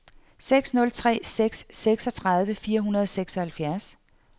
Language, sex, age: Danish, female, 48